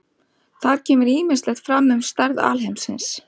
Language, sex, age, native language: Icelandic, female, 30-39, Icelandic